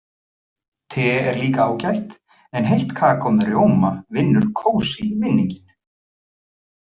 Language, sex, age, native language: Icelandic, male, 40-49, Icelandic